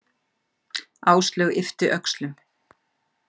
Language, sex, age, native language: Icelandic, female, 50-59, Icelandic